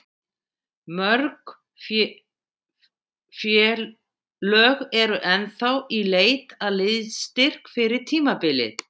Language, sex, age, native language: Icelandic, female, 60-69, Icelandic